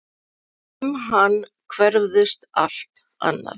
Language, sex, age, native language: Icelandic, female, 40-49, Icelandic